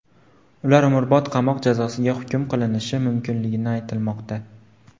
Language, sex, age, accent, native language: Uzbek, male, 18-24, Farg'ona, Uzbek